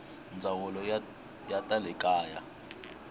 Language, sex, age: Tsonga, male, 21